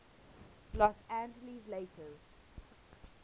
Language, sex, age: English, female, 20